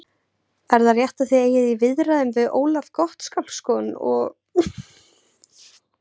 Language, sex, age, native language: Icelandic, female, 20-29, Icelandic